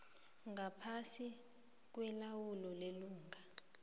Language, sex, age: South Ndebele, female, 23